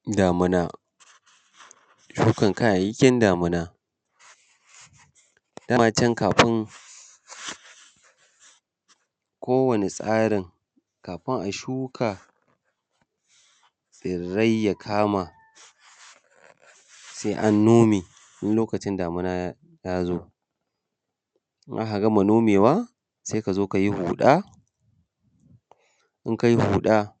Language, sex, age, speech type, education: Hausa, male, 30-45, spontaneous, primary